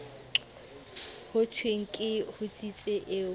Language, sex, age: Southern Sotho, female, 18